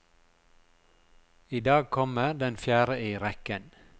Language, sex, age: Norwegian, male, 42